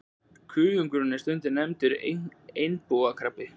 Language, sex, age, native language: Icelandic, male, 20-29, Icelandic